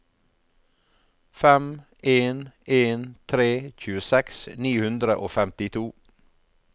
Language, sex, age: Norwegian, male, 48